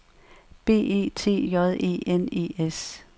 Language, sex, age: Danish, female, 64